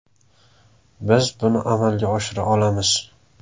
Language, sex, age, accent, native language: Uzbek, male, 18-24, Samarqand, Uzbek